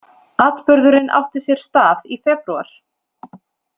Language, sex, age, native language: Icelandic, female, 30-39, Icelandic